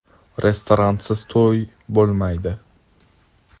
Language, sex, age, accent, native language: Uzbek, male, 25-34, Toshkent shahri, Uzbek